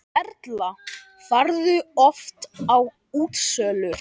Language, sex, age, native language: Icelandic, male, 10, Icelandic